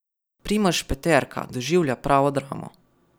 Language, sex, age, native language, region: Slovenian, male, 12-17, Slovenian, Savinja region